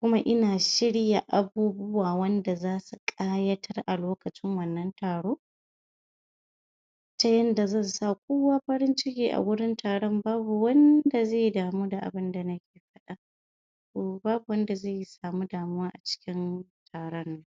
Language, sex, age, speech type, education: Hausa, female, 46-60, spontaneous, tertiary